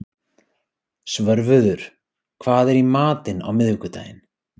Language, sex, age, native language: Icelandic, male, 30-39, Icelandic